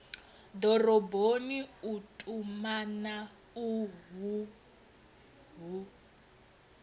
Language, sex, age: Venda, female, 22